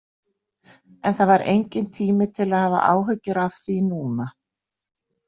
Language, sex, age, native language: Icelandic, female, 60-69, Icelandic